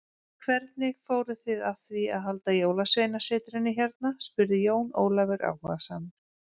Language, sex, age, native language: Icelandic, female, 40-49, Icelandic